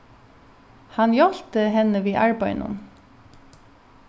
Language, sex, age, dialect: Faroese, female, 36-60, Norðuroyggjar